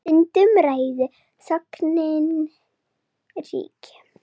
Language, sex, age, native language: Icelandic, female, 7, Serbo-Croatian